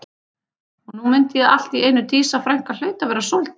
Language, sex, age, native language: Icelandic, female, 30-39, Icelandic